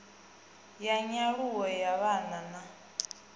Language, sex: Venda, female